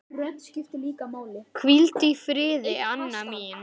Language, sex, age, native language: Icelandic, male, 10, Icelandic